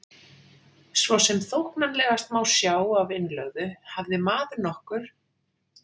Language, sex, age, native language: Icelandic, female, 40-49, Icelandic